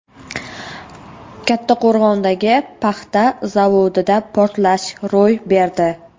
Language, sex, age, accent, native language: Uzbek, female, 18-24, Toshkent viloyati, Uzbek